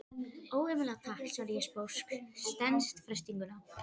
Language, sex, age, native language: Icelandic, female, 12, Icelandic